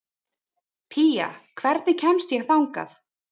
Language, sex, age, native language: Icelandic, female, 30-39, Icelandic